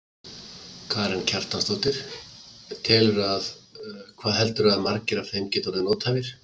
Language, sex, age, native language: Icelandic, male, 50-59, Icelandic